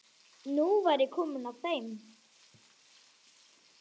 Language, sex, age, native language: Icelandic, male, 9, Icelandic